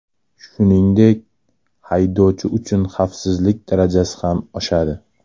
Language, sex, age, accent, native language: Uzbek, male, 18-24, Toshkent shahri, Uzbek